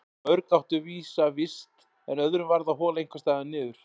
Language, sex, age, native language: Icelandic, male, 40-49, Icelandic